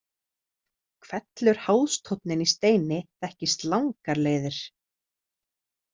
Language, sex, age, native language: Icelandic, female, 30-39, Icelandic